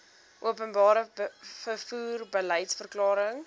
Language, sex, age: Afrikaans, female, 19